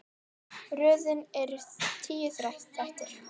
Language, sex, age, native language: Icelandic, female, 10, Icelandic